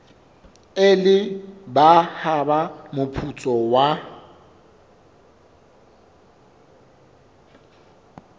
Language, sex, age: Southern Sotho, male, 24